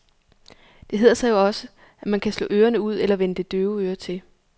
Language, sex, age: Danish, female, 34